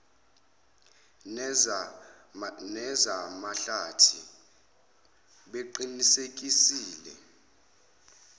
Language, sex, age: Zulu, male, 25